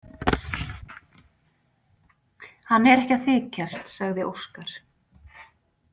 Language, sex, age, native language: Icelandic, female, 40-49, Icelandic